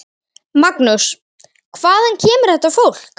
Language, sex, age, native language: Icelandic, female, 10, Icelandic